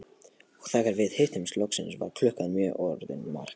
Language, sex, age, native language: Icelandic, male, 18-19, Polish